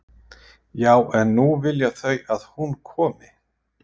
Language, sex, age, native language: Icelandic, male, 50-59, Icelandic